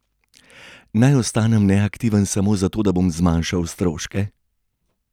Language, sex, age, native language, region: Slovenian, male, 30-49, Slovenian, Gorenjska region